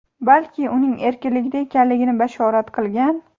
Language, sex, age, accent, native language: Uzbek, female, 18-24, Andijon, Uzbek